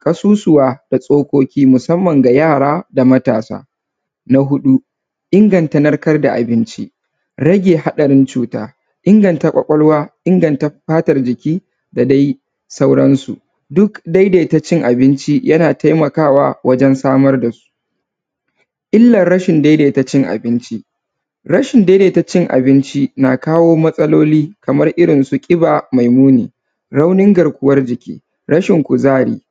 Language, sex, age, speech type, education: Hausa, female, 30-45, spontaneous, tertiary